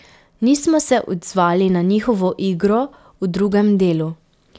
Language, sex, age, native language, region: Slovenian, female, 18-29, Slovenian, Pomurje region